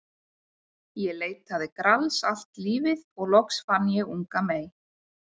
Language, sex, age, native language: Icelandic, female, 20-29, Icelandic